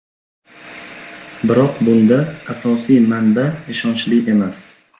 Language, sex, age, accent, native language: Uzbek, male, 25-34, Xorazm, Uzbek